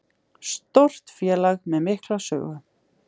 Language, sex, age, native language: Icelandic, female, 20-29, Icelandic